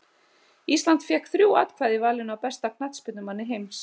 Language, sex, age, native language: Icelandic, male, 30-39, Icelandic